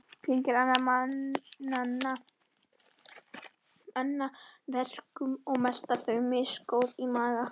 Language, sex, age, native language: Icelandic, female, 13, Icelandic